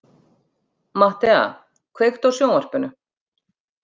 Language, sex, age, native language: Icelandic, female, 50-59, Icelandic